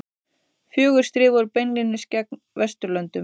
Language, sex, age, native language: Icelandic, female, 30-39, Icelandic